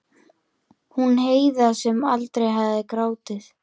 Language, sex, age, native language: Icelandic, male, 13, Icelandic